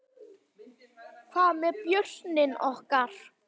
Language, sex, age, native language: Icelandic, male, 10, Icelandic